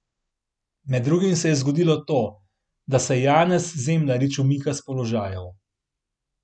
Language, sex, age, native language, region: Slovenian, male, 30-49, Slovenian, Central Slovenia